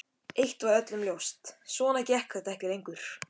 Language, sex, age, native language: Icelandic, male, 13, Icelandic